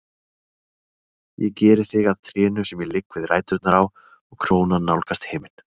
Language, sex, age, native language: Icelandic, male, 30-39, Icelandic